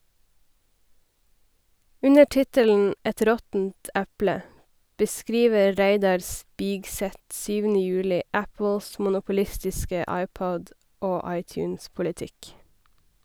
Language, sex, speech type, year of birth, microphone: Norwegian, female, read, 1990, Sennheiser